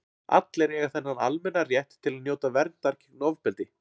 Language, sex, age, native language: Icelandic, male, 40-49, Icelandic